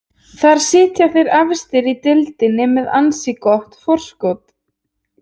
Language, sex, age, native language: Icelandic, female, 20-29, Icelandic